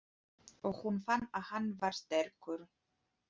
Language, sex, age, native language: Icelandic, female, 30-39, Polish